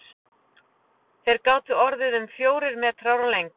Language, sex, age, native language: Icelandic, female, 40-49, Icelandic